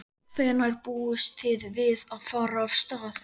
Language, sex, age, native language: Icelandic, male, 13, Icelandic